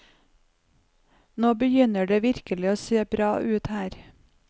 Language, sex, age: Norwegian, female, 45